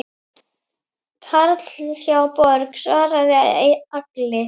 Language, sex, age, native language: Icelandic, female, 9, Icelandic